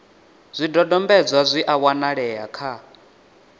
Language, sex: Venda, male